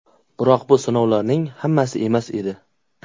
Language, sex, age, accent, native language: Uzbek, male, 18-24, Qashqadaryo, Uzbek